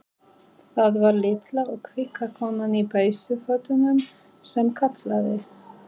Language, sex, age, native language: Icelandic, female, 30-39, Polish